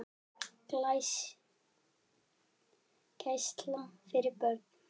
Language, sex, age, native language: Icelandic, male, 9, Icelandic